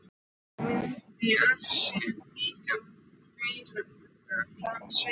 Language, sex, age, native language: Icelandic, male, 12, Icelandic